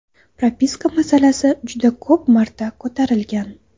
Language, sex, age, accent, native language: Uzbek, female, 19-29, Toshkent viloyati, Uzbek